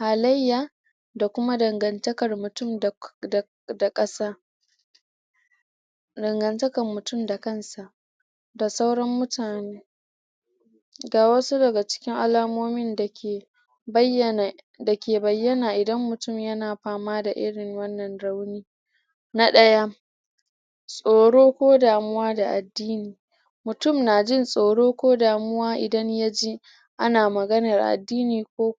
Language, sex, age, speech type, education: Hausa, female, 30-45, spontaneous, tertiary